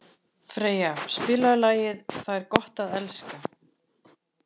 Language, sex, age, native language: Icelandic, female, 30-39, Icelandic